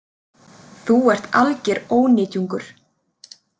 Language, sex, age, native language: Icelandic, female, 30-39, Icelandic